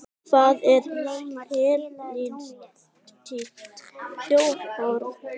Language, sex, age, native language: Icelandic, female, 18-19, Icelandic